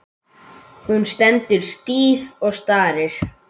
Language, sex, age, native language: Icelandic, male, 8, Icelandic